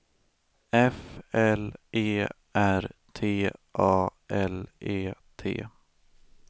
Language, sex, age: Swedish, male, 18